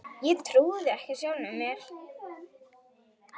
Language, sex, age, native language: Icelandic, female, 9, Icelandic